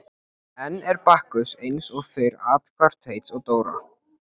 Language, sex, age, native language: Icelandic, male, 14, Icelandic